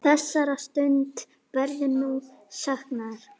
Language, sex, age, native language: Icelandic, female, 8, Icelandic